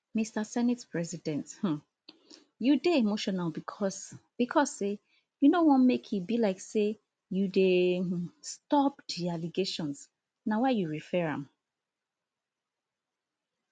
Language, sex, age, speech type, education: Nigerian Pidgin, female, 30-45, spontaneous, tertiary